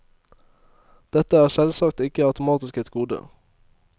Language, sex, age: Norwegian, male, 22